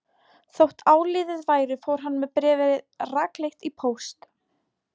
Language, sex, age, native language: Icelandic, female, 18-19, Polish